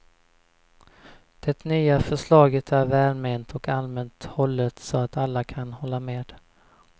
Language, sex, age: Swedish, male, 20